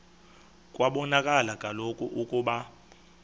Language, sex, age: Xhosa, male, 22